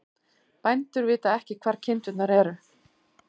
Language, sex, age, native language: Icelandic, female, 50-59, Icelandic